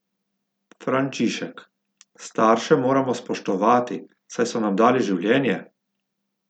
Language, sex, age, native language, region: Slovenian, male, 50-59, Slovenian, Gorica region